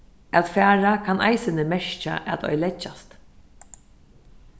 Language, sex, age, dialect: Faroese, female, 15-35, Suðurstreymoy